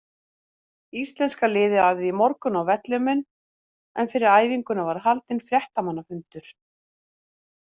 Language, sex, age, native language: Icelandic, female, 50-59, Icelandic